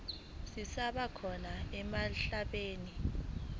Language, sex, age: Zulu, female, 19